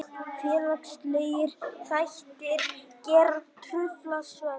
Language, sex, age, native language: Icelandic, male, 18-19, Icelandic